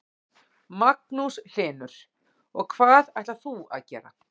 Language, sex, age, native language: Icelandic, female, 40-49, Icelandic